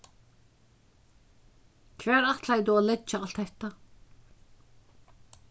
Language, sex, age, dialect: Faroese, female, 61+, Suðurstreymoy